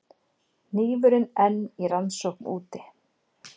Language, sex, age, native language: Icelandic, female, 40-49, Icelandic